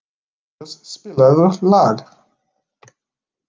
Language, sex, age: Icelandic, male, 50-59